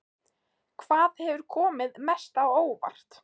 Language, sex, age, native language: Icelandic, female, 15, Icelandic